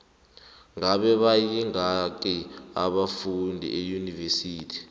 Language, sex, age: South Ndebele, male, 18